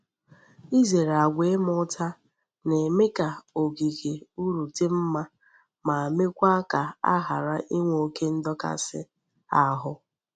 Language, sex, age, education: Igbo, female, 30-45, tertiary